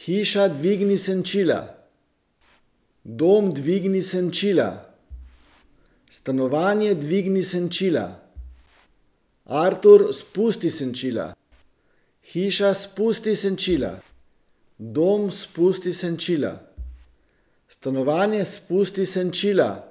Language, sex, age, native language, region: Slovenian, male, 50-59, Slovenian, Central Slovenia